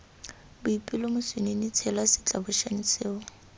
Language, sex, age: Tswana, female, 18